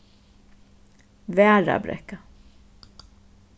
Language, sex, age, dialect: Faroese, female, 36-60, Suðuroy